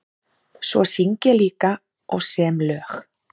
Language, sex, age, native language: Icelandic, female, 30-39, Icelandic